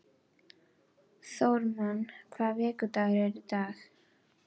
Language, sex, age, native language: Icelandic, female, 12, Icelandic